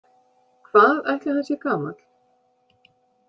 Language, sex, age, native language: Icelandic, female, 50-59, Icelandic